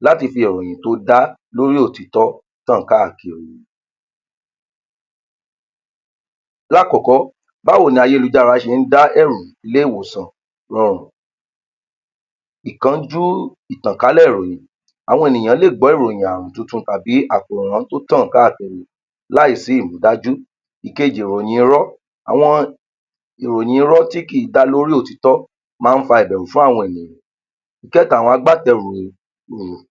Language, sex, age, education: Yoruba, male, 30-45, tertiary